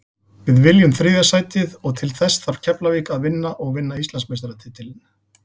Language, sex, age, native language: Icelandic, male, 40-49, Icelandic